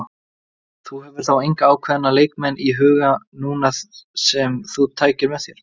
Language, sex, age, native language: Icelandic, male, 20-29, Icelandic